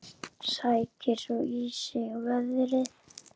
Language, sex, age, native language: Icelandic, male, 10, Icelandic